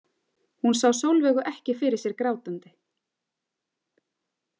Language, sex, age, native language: Icelandic, female, 40-49, Icelandic